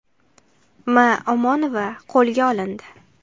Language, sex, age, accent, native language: Uzbek, female, 18-24, Farg'ona, Uzbek